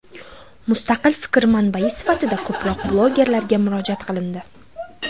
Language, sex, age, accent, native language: Uzbek, female, under 19, Jizzax, Uzbek